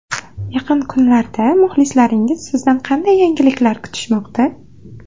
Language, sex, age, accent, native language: Uzbek, female, 18-24, Andijon, Uzbek